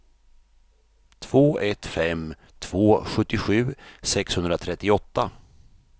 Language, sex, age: Swedish, male, 53